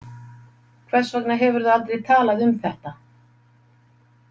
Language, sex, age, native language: Icelandic, female, 50-59, Icelandic